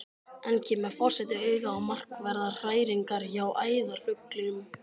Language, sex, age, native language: Icelandic, male, 12, Icelandic